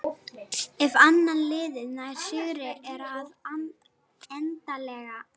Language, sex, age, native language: Icelandic, female, 18-19, Icelandic